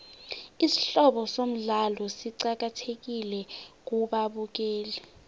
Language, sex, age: South Ndebele, female, 18